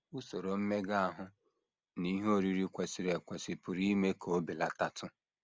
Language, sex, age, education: Igbo, male, 30-45, secondary